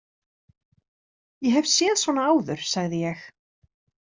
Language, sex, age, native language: Icelandic, female, 30-39, Icelandic